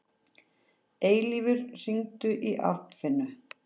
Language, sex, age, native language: Icelandic, female, 40-49, Icelandic